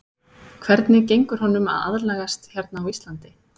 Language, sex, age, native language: Icelandic, female, 30-39, Icelandic